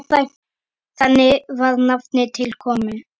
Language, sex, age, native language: Icelandic, female, 9, Icelandic